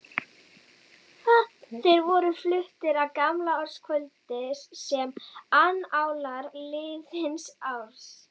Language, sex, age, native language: Icelandic, female, 12, Icelandic